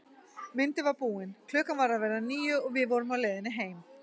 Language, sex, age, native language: Icelandic, female, 40-49, Icelandic